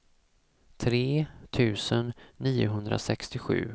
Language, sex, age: Swedish, male, 34